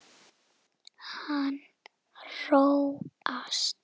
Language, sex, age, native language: Icelandic, female, 7, Icelandic